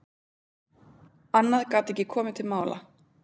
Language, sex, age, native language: Icelandic, female, 20-29, Icelandic